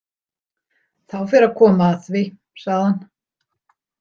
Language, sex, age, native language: Icelandic, female, 60-69, Icelandic